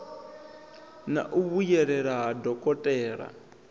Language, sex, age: Venda, male, 21